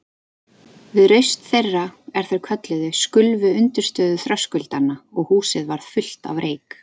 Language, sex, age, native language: Icelandic, female, 30-39, Icelandic